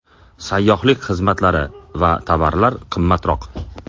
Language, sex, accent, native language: Uzbek, male, Andijon, Uzbek